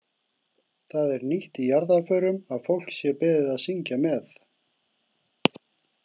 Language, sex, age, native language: Icelandic, male, 40-49, Icelandic